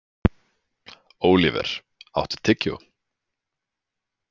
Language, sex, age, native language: Icelandic, male, 20-29, Icelandic